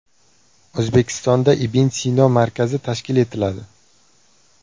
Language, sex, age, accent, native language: Uzbek, male, 18-24, Surxondaryo, Uzbek